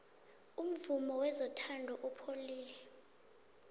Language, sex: South Ndebele, female